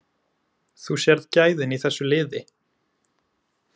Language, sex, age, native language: Icelandic, male, 20-29, Icelandic